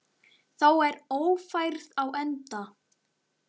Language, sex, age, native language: Icelandic, male, 9, Icelandic